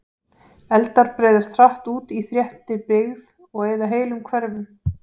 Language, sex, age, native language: Icelandic, female, 18-19, Icelandic